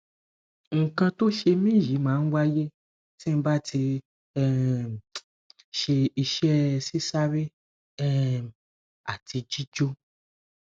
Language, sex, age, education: Yoruba, male, 15-29, tertiary